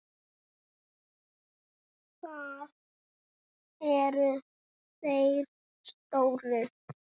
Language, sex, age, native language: Icelandic, male, 6, Icelandic